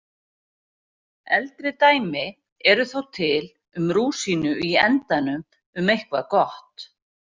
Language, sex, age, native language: Icelandic, female, 40-49, Icelandic